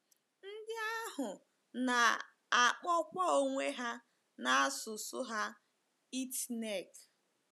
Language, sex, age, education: Igbo, female, 15-29, tertiary